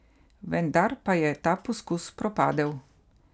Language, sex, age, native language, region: Slovenian, female, 50-59, Slovenian, Carinthia region